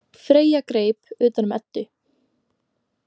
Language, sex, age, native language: Icelandic, female, 18-19, Icelandic